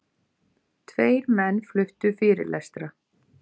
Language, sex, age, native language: Icelandic, female, 50-59, Icelandic